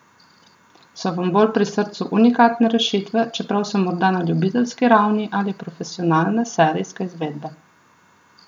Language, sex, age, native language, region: Slovenian, female, 30-49, Slovenian, Southeast Slovenia